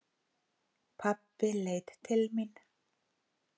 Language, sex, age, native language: Icelandic, female, 40-49, Icelandic